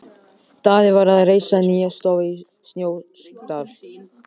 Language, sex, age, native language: Icelandic, male, 14, Icelandic